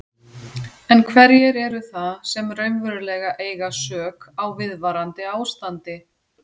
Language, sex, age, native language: Icelandic, female, 40-49, Icelandic